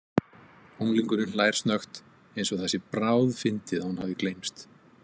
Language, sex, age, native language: Icelandic, male, 50-59, Icelandic